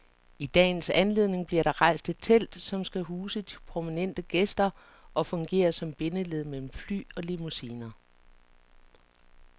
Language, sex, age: Danish, female, 49